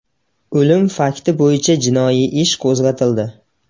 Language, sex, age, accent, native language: Uzbek, male, 18-24, Namangan, Uzbek